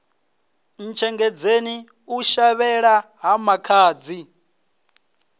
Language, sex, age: Venda, male, 26